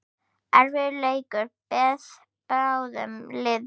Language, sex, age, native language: Icelandic, female, 9, Icelandic